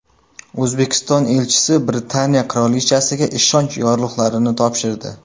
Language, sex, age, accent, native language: Uzbek, male, 18-24, Samarqand, Uzbek